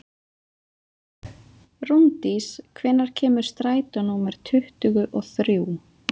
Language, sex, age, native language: Icelandic, female, 20-29, Icelandic